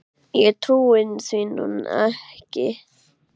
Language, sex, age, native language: Icelandic, male, 8, Icelandic